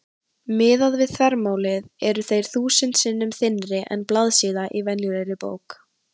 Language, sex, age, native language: Icelandic, female, 18-19, Icelandic